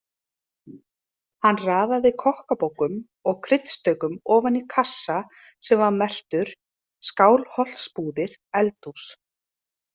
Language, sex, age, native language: Icelandic, female, 30-39, Icelandic